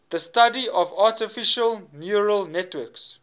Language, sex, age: English, male, 21